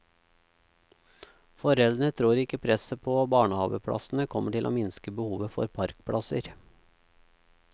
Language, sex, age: Norwegian, male, 36